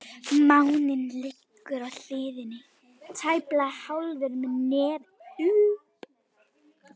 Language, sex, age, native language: Icelandic, female, 11, Icelandic